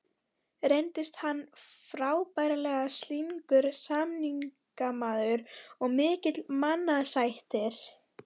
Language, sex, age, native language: Icelandic, female, 13, Icelandic